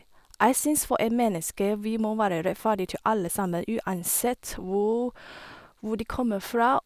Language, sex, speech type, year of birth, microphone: Norwegian, female, spontaneous, 1978, Sennheiser